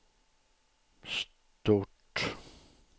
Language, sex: Swedish, male